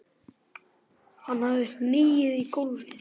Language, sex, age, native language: Icelandic, male, 8, Icelandic